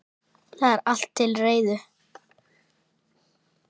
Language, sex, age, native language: Icelandic, male, 9, Icelandic